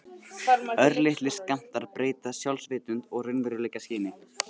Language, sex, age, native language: Icelandic, male, 18-19, Icelandic